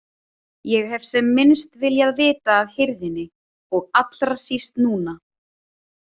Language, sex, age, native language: Icelandic, female, 30-39, Icelandic